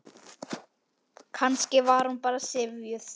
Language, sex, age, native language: Icelandic, male, 9, Icelandic